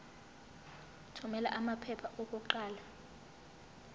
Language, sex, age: Zulu, female, 18